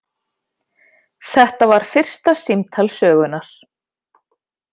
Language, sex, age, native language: Icelandic, female, 50-59, Icelandic